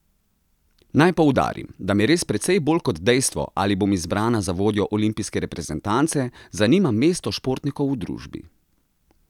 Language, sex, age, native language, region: Slovenian, male, 30-49, Slovenian, Central Slovenia